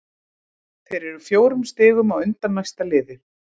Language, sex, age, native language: Icelandic, female, 30-39, Icelandic